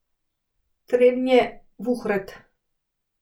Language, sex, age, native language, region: Slovenian, female, 30-49, Slovenian, Central Slovenia